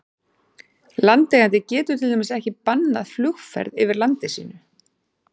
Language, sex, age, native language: Icelandic, female, 40-49, Icelandic